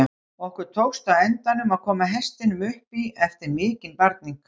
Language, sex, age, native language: Icelandic, female, 60-69, Icelandic